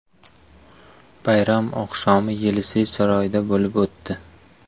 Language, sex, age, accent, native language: Uzbek, male, 25-34, Samarqand, Uzbek